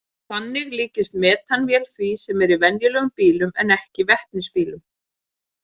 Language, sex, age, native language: Icelandic, female, 30-39, Icelandic